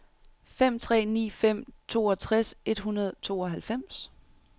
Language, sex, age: Danish, female, 31